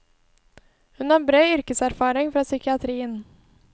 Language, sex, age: Norwegian, female, 20